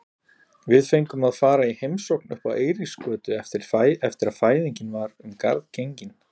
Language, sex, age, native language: Icelandic, male, 40-49, Icelandic